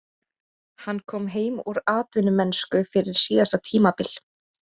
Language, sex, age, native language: Icelandic, female, 20-29, Icelandic